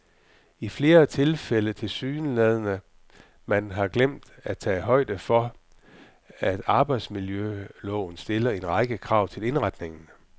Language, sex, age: Danish, male, 44